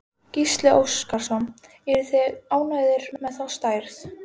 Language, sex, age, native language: Icelandic, female, 12, Icelandic